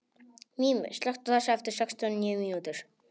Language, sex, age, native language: Icelandic, male, 18-19, Polish